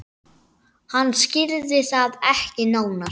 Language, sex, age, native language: Icelandic, male, 9, Icelandic